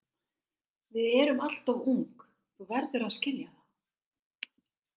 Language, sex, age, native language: Icelandic, female, 60-69, Icelandic